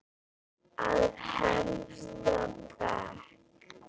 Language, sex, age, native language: Icelandic, female, 10, Icelandic